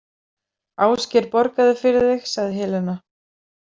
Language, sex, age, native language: Icelandic, female, 40-49, Icelandic